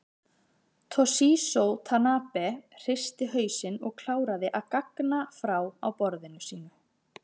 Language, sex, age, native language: Icelandic, female, 30-39, Icelandic